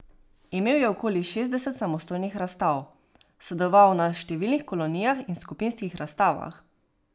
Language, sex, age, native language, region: Slovenian, female, 18-29, Slovenian, Savinja region